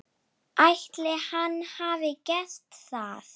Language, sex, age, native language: Icelandic, female, 7, Icelandic